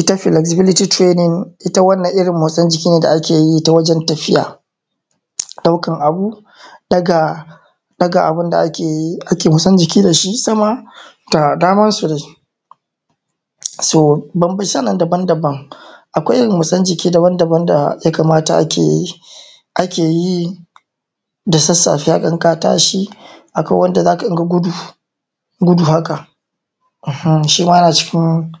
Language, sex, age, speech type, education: Hausa, male, 30-45, spontaneous, tertiary